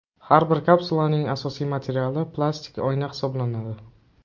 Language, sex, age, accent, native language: Uzbek, male, under 19, Navoiy, Uzbek